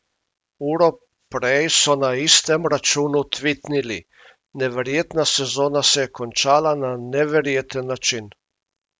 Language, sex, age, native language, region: Slovenian, male, 50-59, Slovenian, Primorsko-notranjska region